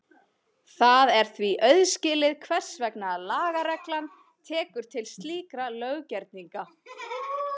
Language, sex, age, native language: Icelandic, female, 20-29, Icelandic